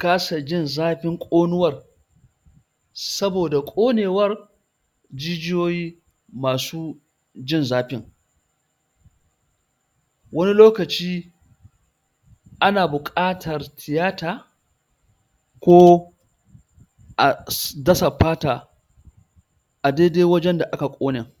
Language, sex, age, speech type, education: Hausa, male, 46-60, spontaneous, tertiary